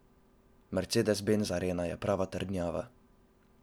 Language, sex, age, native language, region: Slovenian, male, 12-17, Slovenian, Drava region